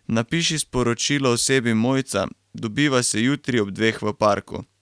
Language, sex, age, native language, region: Slovenian, male, 18-29, Slovenian, Carinthia region